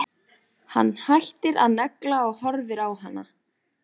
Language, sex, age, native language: Icelandic, female, 14, Icelandic